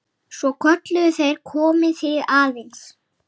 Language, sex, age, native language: Icelandic, male, 8, Icelandic